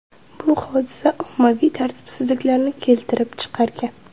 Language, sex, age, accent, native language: Uzbek, female, 18-24, Surxondaryo, Uzbek